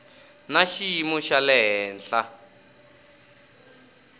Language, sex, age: Tsonga, male, 20